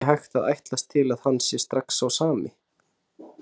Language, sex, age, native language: Icelandic, male, 30-39, Icelandic